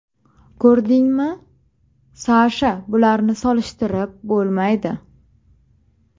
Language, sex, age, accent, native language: Uzbek, female, 25-34, Toshkent viloyati, Uzbek